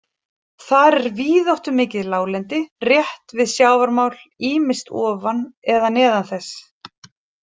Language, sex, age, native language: Icelandic, female, 40-49, Icelandic